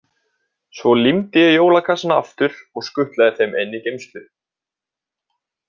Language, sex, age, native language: Icelandic, male, 20-29, Icelandic